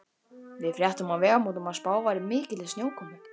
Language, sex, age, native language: Icelandic, female, 12, Icelandic